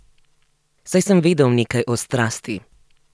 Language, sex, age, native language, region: Slovenian, female, 30-49, Slovenian, Gorenjska region